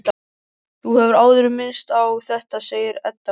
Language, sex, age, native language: Icelandic, male, 13, Icelandic